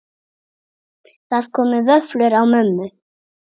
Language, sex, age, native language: Icelandic, female, 7, Icelandic